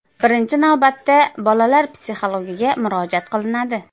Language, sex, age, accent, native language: Uzbek, female, 25-34, Qashqadaryo, Uzbek